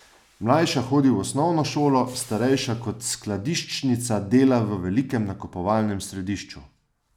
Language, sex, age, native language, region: Slovenian, male, 30-49, Slovenian, Savinja region